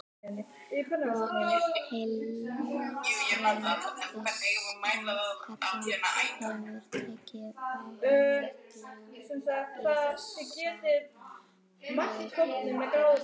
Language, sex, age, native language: Icelandic, female, 12, Icelandic